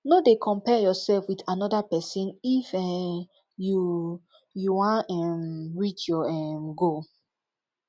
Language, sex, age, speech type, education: Nigerian Pidgin, female, 15-29, spontaneous, tertiary